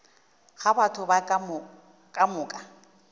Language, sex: Northern Sotho, female